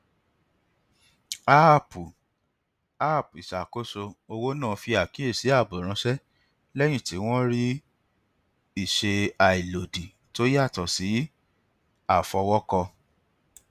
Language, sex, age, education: Yoruba, male, 30-45, tertiary